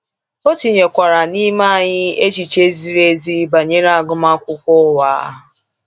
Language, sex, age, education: Igbo, female, 15-29, tertiary